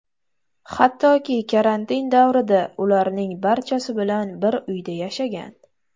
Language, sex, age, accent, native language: Uzbek, female, 18-24, Toshkent viloyati, Uzbek